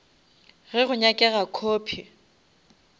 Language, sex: Northern Sotho, female